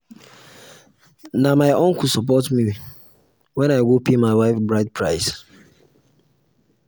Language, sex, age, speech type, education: Nigerian Pidgin, male, 15-29, spontaneous, tertiary